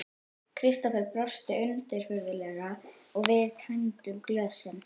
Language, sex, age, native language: Icelandic, female, 12, Icelandic